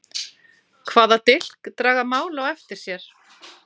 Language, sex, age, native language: Icelandic, female, 40-49, Icelandic